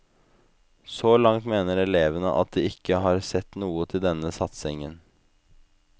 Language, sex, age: Norwegian, male, 25